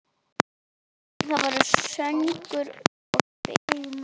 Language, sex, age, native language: Icelandic, female, 9, Icelandic